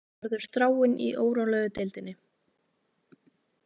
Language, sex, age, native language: Icelandic, female, 18-19, Icelandic